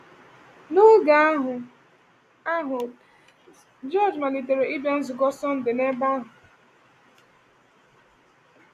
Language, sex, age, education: Igbo, female, 15-29, tertiary